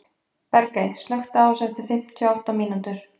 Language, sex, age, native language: Icelandic, female, 20-29, Icelandic